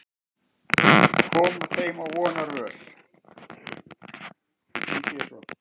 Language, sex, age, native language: Icelandic, male, 50-59, Icelandic